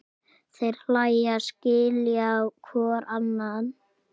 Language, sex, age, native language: Icelandic, male, 8, Icelandic